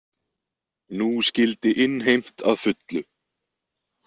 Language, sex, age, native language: Icelandic, male, 20-29, Icelandic